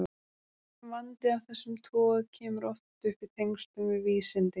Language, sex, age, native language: Icelandic, female, 30-39, Icelandic